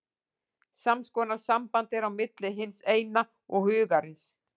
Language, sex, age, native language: Icelandic, female, 40-49, Icelandic